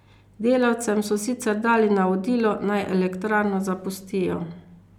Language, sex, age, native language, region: Slovenian, female, 50-59, Slovenian, Carinthia region